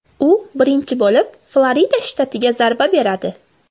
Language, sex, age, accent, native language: Uzbek, female, 18-24, Farg'ona, Uzbek